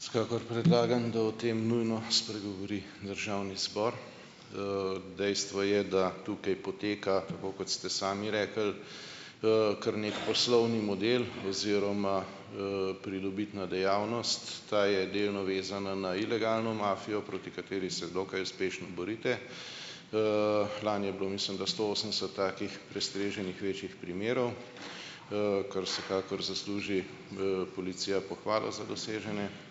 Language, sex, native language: Slovenian, male, Slovenian